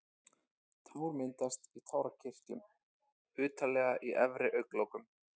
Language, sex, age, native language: Icelandic, male, 20-29, Icelandic